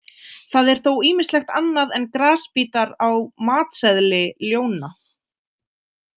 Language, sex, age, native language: Icelandic, female, 20-29, Icelandic